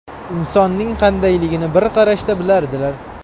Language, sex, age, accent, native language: Uzbek, male, 18-24, Farg'ona, Uzbek